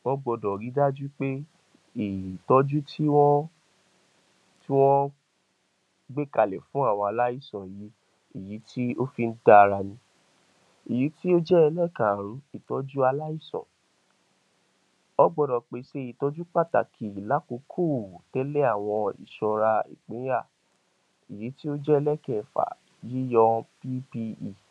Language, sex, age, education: Yoruba, male, 46-60, tertiary